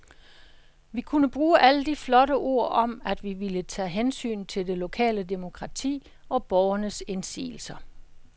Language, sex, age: Danish, female, 66